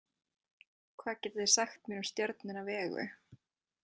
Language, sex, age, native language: Icelandic, female, 20-29, Icelandic